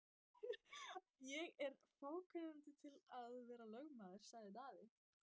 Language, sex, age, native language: Icelandic, female, 14, Icelandic